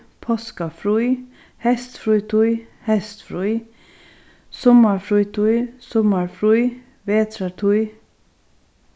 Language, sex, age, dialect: Faroese, female, 36-60, Sandoy